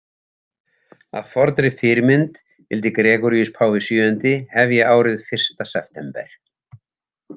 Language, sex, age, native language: Icelandic, male, 70-79, Icelandic